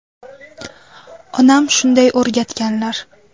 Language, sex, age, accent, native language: Uzbek, female, under 19, Toshkent viloyati, Uzbek